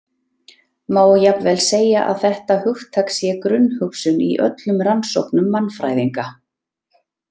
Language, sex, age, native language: Icelandic, female, 30-39, Icelandic